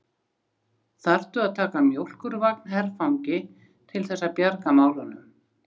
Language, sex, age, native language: Icelandic, female, 60-69, Icelandic